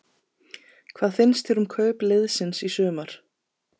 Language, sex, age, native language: Icelandic, female, 30-39, Icelandic